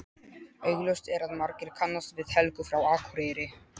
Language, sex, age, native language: Icelandic, male, 12, Polish